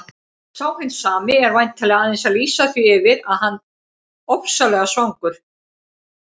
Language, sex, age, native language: Icelandic, female, 50-59, Icelandic